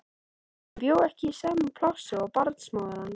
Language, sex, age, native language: Icelandic, male, 13, Icelandic